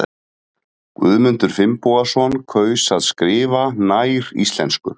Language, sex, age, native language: Icelandic, male, 30-39, Icelandic